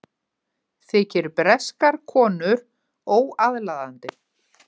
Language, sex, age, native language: Icelandic, female, 50-59, Icelandic